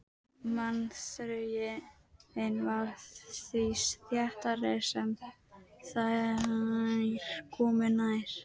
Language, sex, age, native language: Icelandic, female, 12, Icelandic